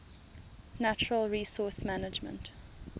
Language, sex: English, female